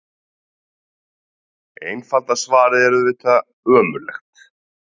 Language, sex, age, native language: Icelandic, male, 30-39, Icelandic